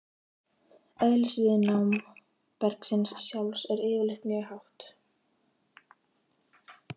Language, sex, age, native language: Icelandic, female, 15, Icelandic